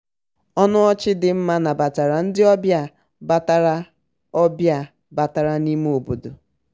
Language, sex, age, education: Igbo, female, 30-45, tertiary